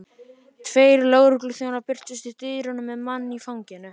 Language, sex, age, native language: Icelandic, male, 14, Icelandic